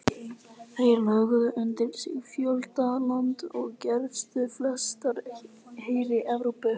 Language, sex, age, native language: Icelandic, male, 18-19, Icelandic